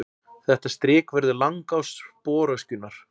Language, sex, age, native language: Icelandic, male, 40-49, Icelandic